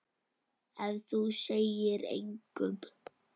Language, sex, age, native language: Icelandic, male, 9, Icelandic